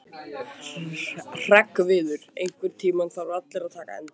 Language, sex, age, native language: Icelandic, male, 15, Icelandic